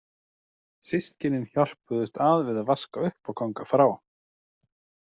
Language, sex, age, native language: Icelandic, male, 30-39, Icelandic